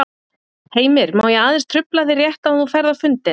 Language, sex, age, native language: Icelandic, female, 40-49, Icelandic